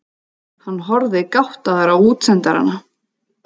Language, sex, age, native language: Icelandic, female, 30-39, Icelandic